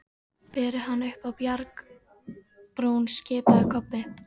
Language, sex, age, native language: Icelandic, female, 13, Icelandic